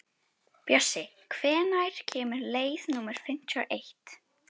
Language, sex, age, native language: Icelandic, female, 11, Icelandic